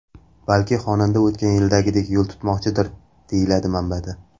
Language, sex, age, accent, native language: Uzbek, male, 19-29, Samarqand, Uzbek